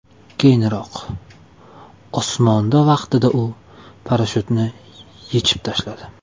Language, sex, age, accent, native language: Uzbek, male, 18-24, Toshkent shahri, Uzbek